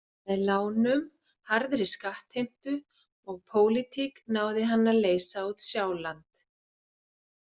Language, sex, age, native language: Icelandic, female, 40-49, Icelandic